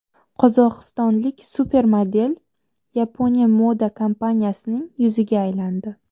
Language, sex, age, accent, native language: Uzbek, female, 12-17, Toshkent shahri, Uzbek